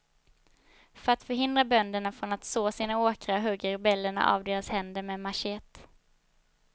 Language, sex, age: Swedish, female, 22